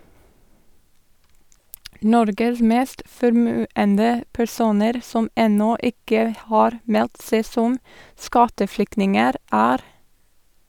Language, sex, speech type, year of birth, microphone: Norwegian, female, read, 1987, Sennheiser